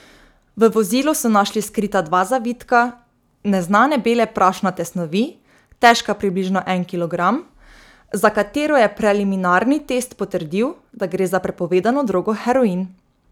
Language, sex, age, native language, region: Slovenian, female, 18-29, Slovenian, Drava region